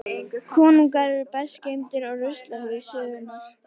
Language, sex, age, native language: Icelandic, other, 12, Icelandic